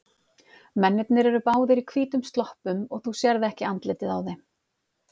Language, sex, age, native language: Icelandic, female, 50-59, Icelandic